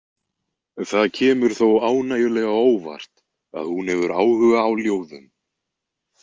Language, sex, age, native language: Icelandic, male, 20-29, Icelandic